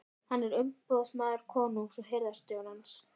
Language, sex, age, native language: Icelandic, female, 13, Icelandic